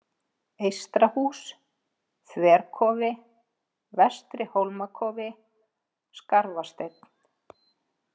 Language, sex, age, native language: Icelandic, female, 50-59, Icelandic